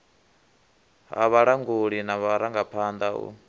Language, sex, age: Venda, male, 24